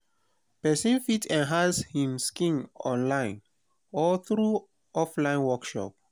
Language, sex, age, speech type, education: Nigerian Pidgin, male, 30-45, spontaneous, tertiary